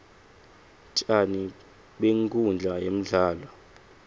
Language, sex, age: Swati, male, 20